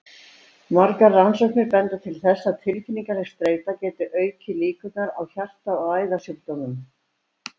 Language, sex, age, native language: Icelandic, female, 70-79, Icelandic